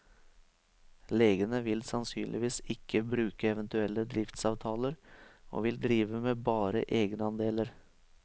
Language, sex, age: Norwegian, male, 23